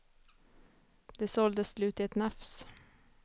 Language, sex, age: Swedish, female, 29